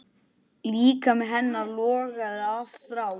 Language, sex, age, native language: Icelandic, male, 9, Icelandic